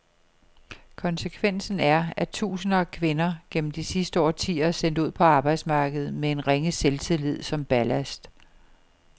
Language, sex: Danish, female